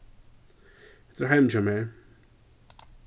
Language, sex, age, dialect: Faroese, male, 36-60, Suðurstreymoy